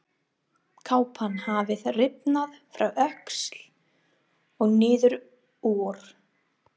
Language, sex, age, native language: Icelandic, female, 30-39, English